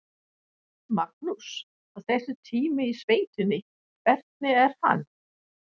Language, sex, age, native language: Icelandic, female, 60-69, Danish